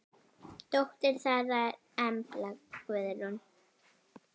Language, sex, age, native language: Icelandic, female, 10, Icelandic